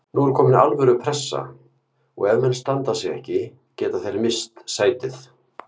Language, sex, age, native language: Icelandic, male, 50-59, Icelandic